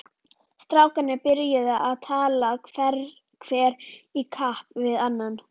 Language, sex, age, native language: Icelandic, female, 11, Icelandic